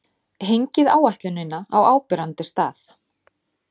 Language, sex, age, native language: Icelandic, female, 30-39, Icelandic